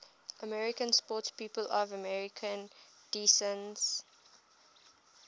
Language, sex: English, female